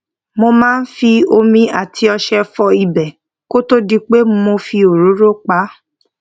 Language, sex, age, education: Yoruba, female, 15-29, tertiary